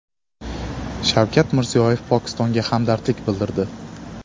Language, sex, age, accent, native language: Uzbek, male, 18-24, Andijon, Uzbek